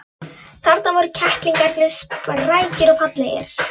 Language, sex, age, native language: Icelandic, female, 11, Polish